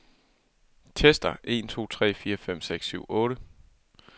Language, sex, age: Danish, male, 24